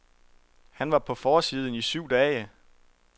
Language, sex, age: Danish, male, 23